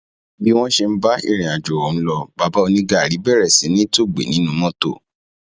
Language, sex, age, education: Yoruba, male, 15-29, tertiary